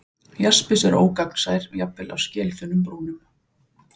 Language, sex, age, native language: Icelandic, female, 40-49, Icelandic